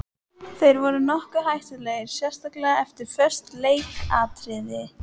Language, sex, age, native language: Icelandic, female, 18-19, Icelandic